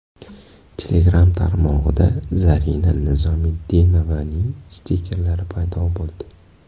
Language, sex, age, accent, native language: Uzbek, male, 18-24, Farg'ona, Uzbek